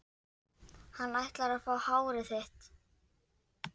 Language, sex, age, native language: Icelandic, female, 12, Icelandic